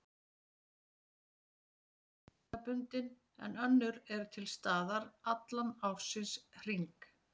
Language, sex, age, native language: Icelandic, female, 40-49, Icelandic